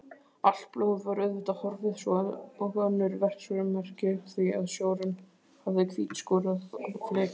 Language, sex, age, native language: Icelandic, male, 20-29, Icelandic